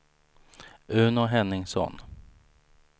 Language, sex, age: Swedish, male, 35